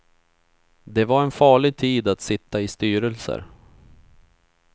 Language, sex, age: Swedish, male, 31